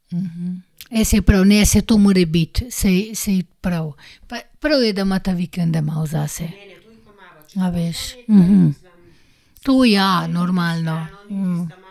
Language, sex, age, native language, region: Slovenian, female, 30-49, Slovenian, Gorenjska region